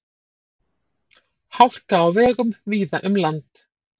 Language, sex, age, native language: Icelandic, female, 40-49, Icelandic